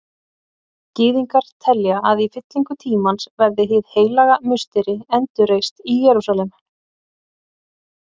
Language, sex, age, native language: Icelandic, female, 30-39, Icelandic